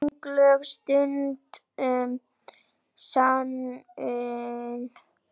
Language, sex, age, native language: Icelandic, female, 9, Icelandic